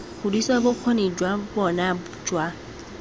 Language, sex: Tswana, female